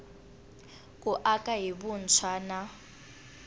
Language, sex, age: Tsonga, female, 19